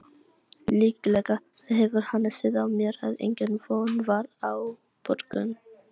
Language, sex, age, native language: Icelandic, other, 18-19, Icelandic